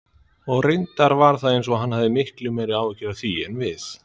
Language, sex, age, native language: Icelandic, male, 30-39, Icelandic